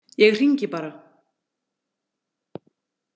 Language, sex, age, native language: Icelandic, female, 40-49, Icelandic